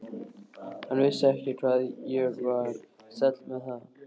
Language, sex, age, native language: Icelandic, male, 13, Icelandic